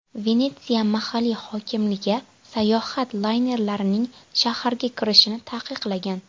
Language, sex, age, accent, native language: Uzbek, female, 18-24, Andijon, Uzbek